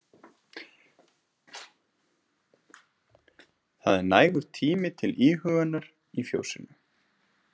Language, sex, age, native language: Icelandic, male, 30-39, Icelandic